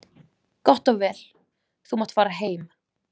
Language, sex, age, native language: Icelandic, female, 20-29, Icelandic